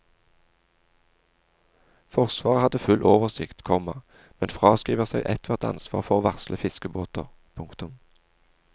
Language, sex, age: Norwegian, male, 40